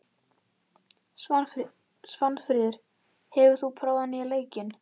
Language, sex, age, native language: Icelandic, female, 11, Icelandic